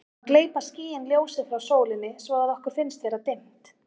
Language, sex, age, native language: Icelandic, female, 30-39, Icelandic